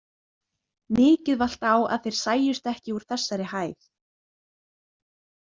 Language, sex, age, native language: Icelandic, female, 20-29, Icelandic